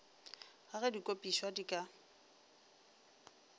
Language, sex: Northern Sotho, female